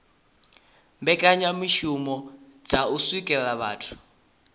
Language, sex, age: Venda, male, 18